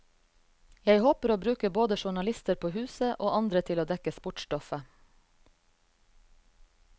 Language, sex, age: Norwegian, female, 34